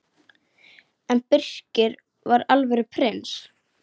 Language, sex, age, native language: Icelandic, female, 9, Icelandic